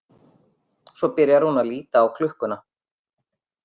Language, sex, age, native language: Icelandic, female, 50-59, Icelandic